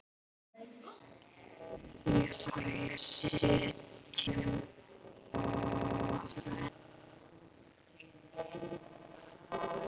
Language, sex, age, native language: Icelandic, other, 12, Icelandic